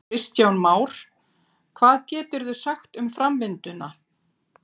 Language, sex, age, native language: Icelandic, female, 40-49, Icelandic